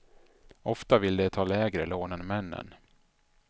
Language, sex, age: Swedish, male, 33